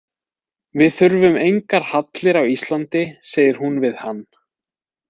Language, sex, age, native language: Icelandic, male, 20-29, Icelandic